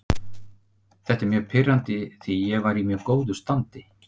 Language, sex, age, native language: Icelandic, male, 50-59, Icelandic